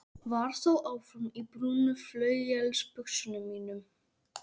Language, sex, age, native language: Icelandic, male, 11, Icelandic